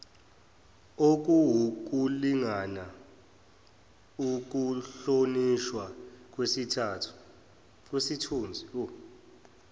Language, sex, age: Zulu, male, 24